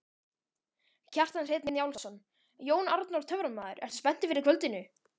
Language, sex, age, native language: Icelandic, male, 13, Icelandic